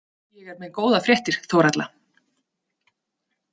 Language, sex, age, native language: Icelandic, female, 30-39, Icelandic